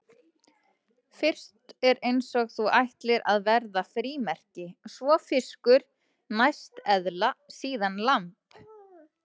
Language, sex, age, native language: Icelandic, female, 30-39, Icelandic